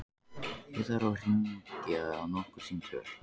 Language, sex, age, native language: Icelandic, male, 14, Icelandic